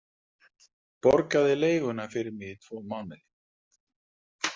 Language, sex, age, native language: Icelandic, male, 40-49, Icelandic